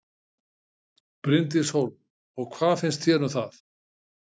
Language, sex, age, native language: Icelandic, male, 60-69, Icelandic